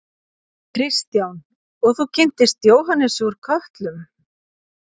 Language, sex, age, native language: Icelandic, female, 50-59, Icelandic